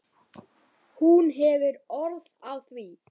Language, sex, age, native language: Icelandic, male, 10, Icelandic